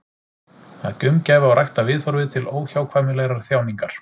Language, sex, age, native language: Icelandic, male, 30-39, Icelandic